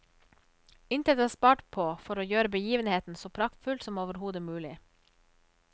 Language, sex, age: Norwegian, female, 34